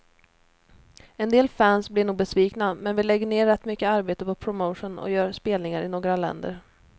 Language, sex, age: Swedish, female, 29